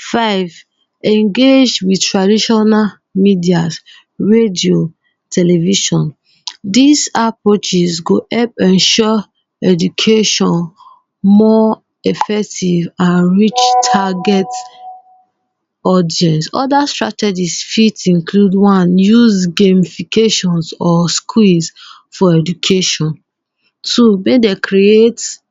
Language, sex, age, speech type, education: Nigerian Pidgin, female, 15-29, spontaneous, tertiary